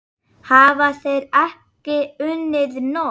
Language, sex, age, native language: Icelandic, female, 9, Icelandic